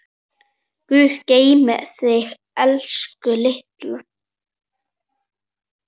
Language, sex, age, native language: Icelandic, male, 7, Icelandic